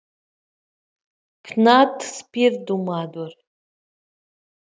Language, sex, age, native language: Icelandic, female, 30-39, Icelandic